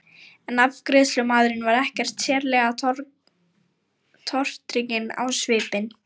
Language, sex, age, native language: Icelandic, female, 18-19, Lithuanian